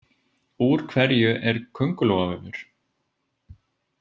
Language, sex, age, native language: Icelandic, male, 20-29, Icelandic